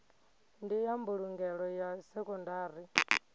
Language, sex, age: Venda, female, 22